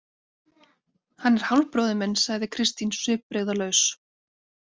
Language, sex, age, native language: Icelandic, female, 30-39, Icelandic